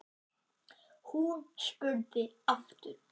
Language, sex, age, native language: Icelandic, male, 10, Icelandic